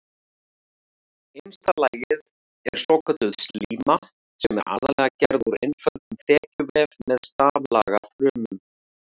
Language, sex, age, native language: Icelandic, male, 40-49, Icelandic